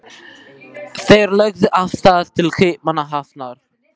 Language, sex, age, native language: Icelandic, male, 12, Icelandic